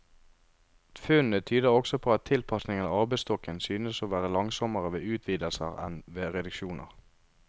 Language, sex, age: Norwegian, male, 33